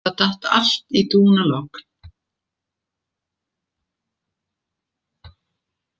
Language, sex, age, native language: Icelandic, female, 70-79, Icelandic